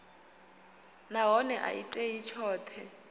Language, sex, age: Venda, female, 22